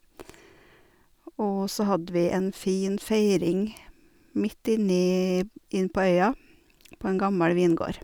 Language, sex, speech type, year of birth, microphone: Norwegian, female, spontaneous, 1970, Sennheiser